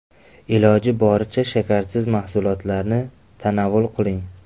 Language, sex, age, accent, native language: Uzbek, male, 18-24, Farg'ona, Tajik